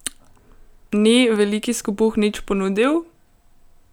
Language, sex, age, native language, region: Slovenian, female, 18-29, Slovenian, Gorenjska region